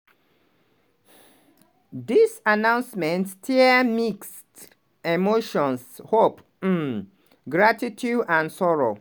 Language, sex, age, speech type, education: Nigerian Pidgin, male, 30-45, spontaneous, tertiary